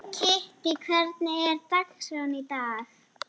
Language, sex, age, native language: Icelandic, female, 40-49, Icelandic